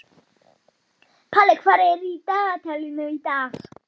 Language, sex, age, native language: Icelandic, male, 12, Polish